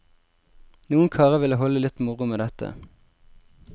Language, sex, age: Norwegian, male, 20